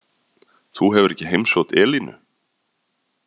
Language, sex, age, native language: Icelandic, male, 30-39, Icelandic